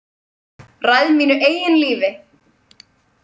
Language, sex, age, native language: Icelandic, female, 20-29, Icelandic